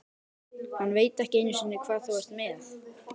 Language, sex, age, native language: Icelandic, male, 12, Icelandic